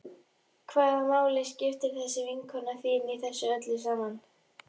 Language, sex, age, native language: Icelandic, male, 13, Icelandic